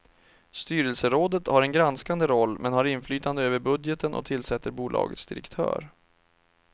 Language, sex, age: Swedish, male, 31